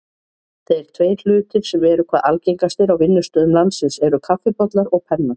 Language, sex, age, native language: Icelandic, female, 40-49, Icelandic